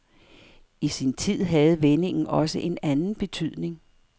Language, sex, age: Danish, female, 58